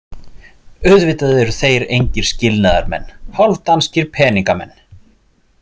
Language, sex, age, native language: Icelandic, male, 40-49, Icelandic